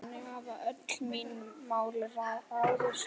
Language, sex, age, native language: Icelandic, male, 11, Icelandic